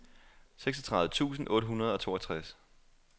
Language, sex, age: Danish, male, 28